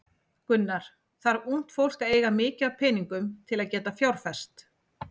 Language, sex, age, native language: Icelandic, female, 40-49, Icelandic